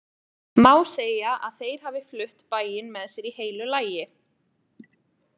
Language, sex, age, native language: Icelandic, female, 20-29, Icelandic